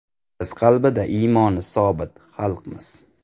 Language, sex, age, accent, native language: Uzbek, male, 18-24, Navoiy, Uzbek